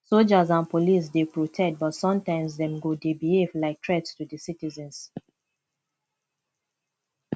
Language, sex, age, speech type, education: Nigerian Pidgin, female, 15-29, spontaneous, tertiary